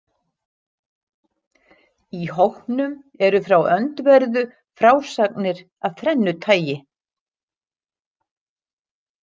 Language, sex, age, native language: Icelandic, female, 60-69, Icelandic